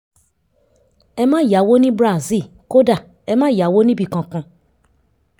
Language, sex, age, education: Yoruba, female, 30-45, tertiary